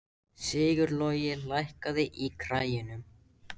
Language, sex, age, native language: Icelandic, male, 13, Icelandic